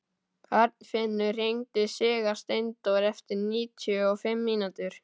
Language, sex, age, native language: Icelandic, male, 12, Icelandic